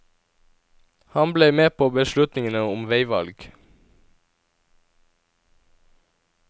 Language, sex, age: Norwegian, male, 17